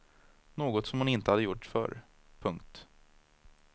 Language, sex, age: Swedish, male, 30